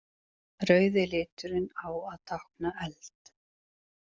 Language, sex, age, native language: Icelandic, female, 40-49, Icelandic